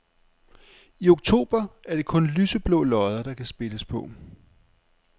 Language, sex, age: Danish, male, 35